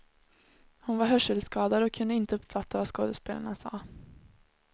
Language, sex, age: Swedish, female, 21